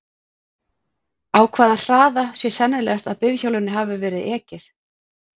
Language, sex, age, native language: Icelandic, female, 40-49, Icelandic